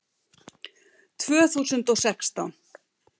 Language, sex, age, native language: Icelandic, female, 70-79, Icelandic